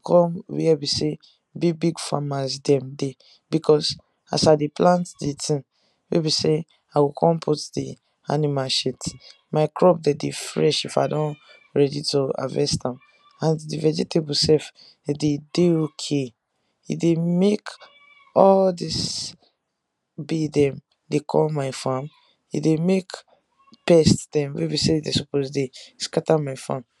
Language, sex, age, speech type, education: Nigerian Pidgin, female, 15-29, spontaneous, tertiary